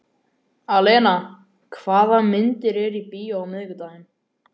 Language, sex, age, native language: Icelandic, male, 12, Icelandic